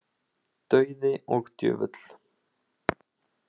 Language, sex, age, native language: Icelandic, male, 20-29, Icelandic